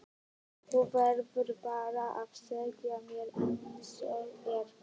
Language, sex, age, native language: Icelandic, male, 11, Icelandic